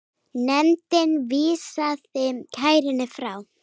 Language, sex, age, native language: Icelandic, female, 9, Icelandic